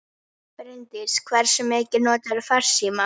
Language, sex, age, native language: Icelandic, female, 9, Icelandic